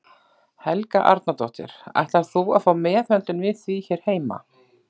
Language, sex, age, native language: Icelandic, female, 40-49, Icelandic